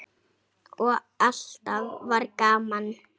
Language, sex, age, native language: Icelandic, male, 6, Icelandic